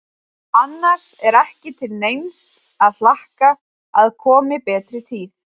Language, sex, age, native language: Icelandic, female, 20-29, Icelandic